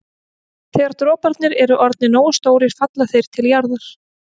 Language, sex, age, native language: Icelandic, female, 30-39, Icelandic